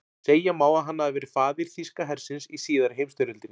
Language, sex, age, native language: Icelandic, male, 40-49, Icelandic